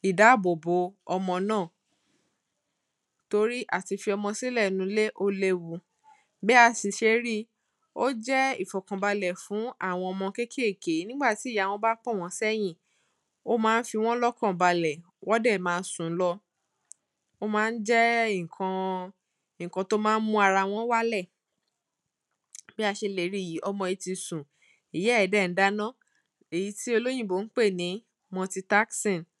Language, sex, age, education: Yoruba, female, 15-29, tertiary